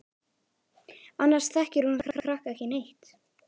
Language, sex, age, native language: Icelandic, male, 11, Icelandic